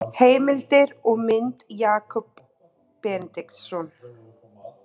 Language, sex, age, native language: Icelandic, female, 30-39, Icelandic